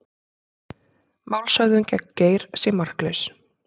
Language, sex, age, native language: Icelandic, female, 30-39, Icelandic